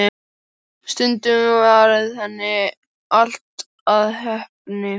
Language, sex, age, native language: Icelandic, female, 12, Icelandic